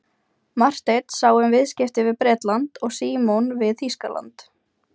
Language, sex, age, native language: Icelandic, female, 20-29, Ukrainian